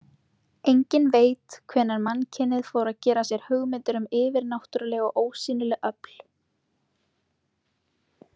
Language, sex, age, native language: Icelandic, female, 20-29, Icelandic